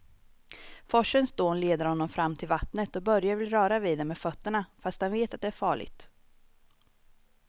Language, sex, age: Swedish, female, 25